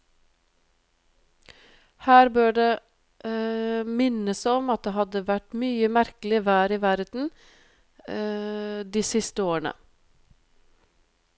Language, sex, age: Norwegian, female, 42